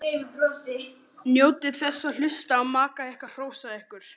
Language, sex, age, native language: Icelandic, male, 12, Icelandic